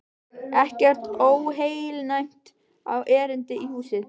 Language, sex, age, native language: Icelandic, female, 12, Icelandic